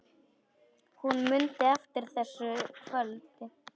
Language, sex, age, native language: Icelandic, male, 10, Polish